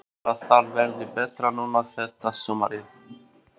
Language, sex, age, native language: Icelandic, male, 40-49, Albanian